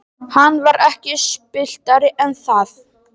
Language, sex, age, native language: Icelandic, male, 40-49, Polish